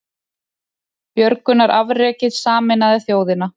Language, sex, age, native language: Icelandic, male, 30-39, Icelandic